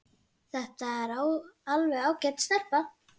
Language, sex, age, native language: Icelandic, female, 10, Icelandic